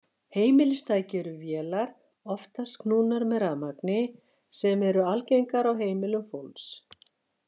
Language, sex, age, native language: Icelandic, female, 60-69, Icelandic